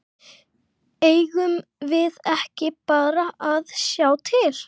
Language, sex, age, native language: Icelandic, other, 11, Icelandic